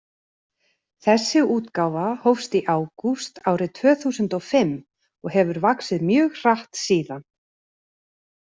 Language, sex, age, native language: Icelandic, female, 40-49, Icelandic